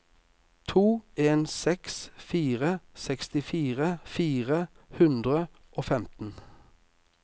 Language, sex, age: Norwegian, male, 48